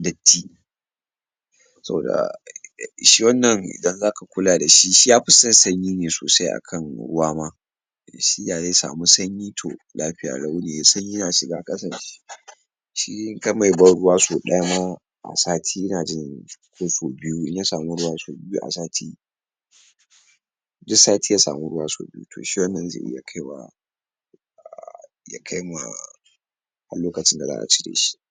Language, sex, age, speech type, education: Hausa, male, 46-60, spontaneous, tertiary